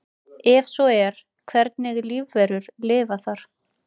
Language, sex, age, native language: Icelandic, female, 30-39, Icelandic